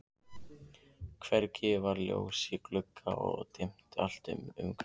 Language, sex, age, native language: Icelandic, other, 15, Icelandic